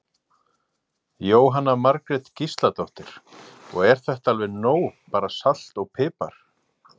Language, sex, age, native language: Icelandic, male, 40-49, Icelandic